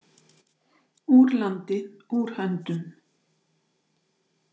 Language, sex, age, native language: Icelandic, female, 60-69, Icelandic